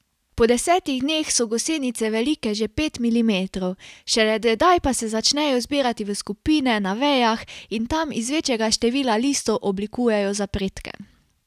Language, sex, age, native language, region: Slovenian, female, 18-29, Slovenian, Carinthia region